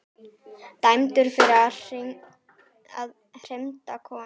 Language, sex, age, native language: Icelandic, female, 18-19, Icelandic